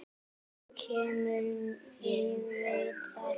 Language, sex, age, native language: Icelandic, female, 9, Icelandic